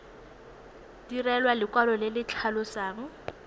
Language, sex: Tswana, female